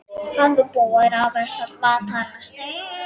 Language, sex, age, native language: Icelandic, male, 12, Icelandic